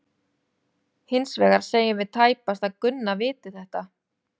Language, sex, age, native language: Icelandic, female, 30-39, Icelandic